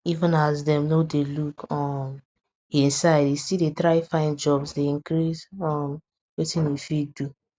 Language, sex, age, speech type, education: Nigerian Pidgin, female, 15-29, spontaneous, secondary